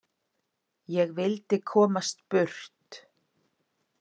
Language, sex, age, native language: Icelandic, female, 50-59, Icelandic